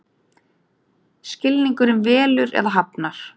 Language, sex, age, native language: Icelandic, female, 30-39, Icelandic